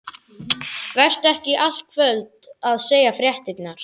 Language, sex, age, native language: Icelandic, male, 11, Icelandic